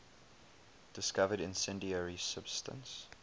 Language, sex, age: English, male, 21